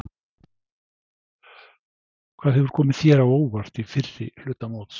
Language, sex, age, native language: Icelandic, male, 60-69, Icelandic